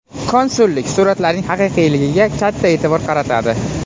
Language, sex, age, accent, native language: Uzbek, male, 18-24, Qashqadaryo, Uzbek